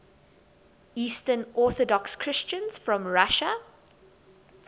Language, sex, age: English, female, 22